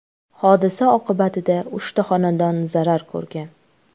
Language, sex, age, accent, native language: Uzbek, female, 25-34, Toshkent shahri, Uzbek